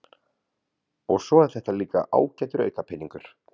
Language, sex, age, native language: Icelandic, male, 30-39, Icelandic